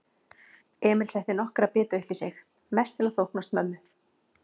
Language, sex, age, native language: Icelandic, female, 40-49, Icelandic